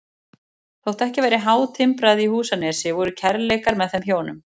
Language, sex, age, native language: Icelandic, female, 40-49, Icelandic